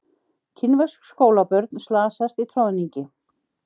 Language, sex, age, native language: Icelandic, female, 50-59, Icelandic